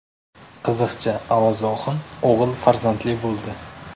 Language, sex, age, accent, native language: Uzbek, male, 18-24, Namangan, Uzbek